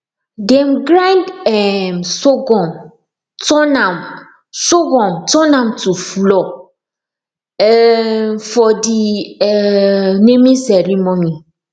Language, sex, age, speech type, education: Nigerian Pidgin, female, 15-29, spontaneous, tertiary